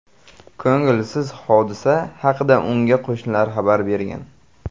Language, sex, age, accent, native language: Uzbek, male, 18-24, Buxoro, Uzbek